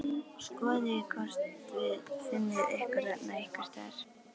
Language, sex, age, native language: Icelandic, female, 11, Icelandic